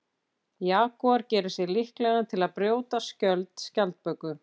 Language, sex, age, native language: Icelandic, female, 50-59, Icelandic